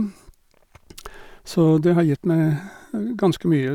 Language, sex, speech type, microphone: Norwegian, male, spontaneous, Sennheiser